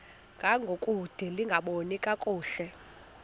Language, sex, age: Xhosa, female, 21